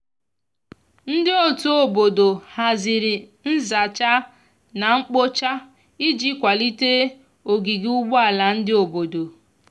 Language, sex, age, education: Igbo, female, 15-29, tertiary